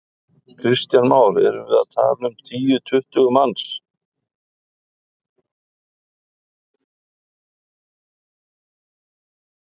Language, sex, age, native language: Icelandic, male, 50-59, Icelandic